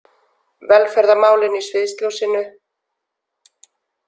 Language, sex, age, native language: Icelandic, female, 40-49, Icelandic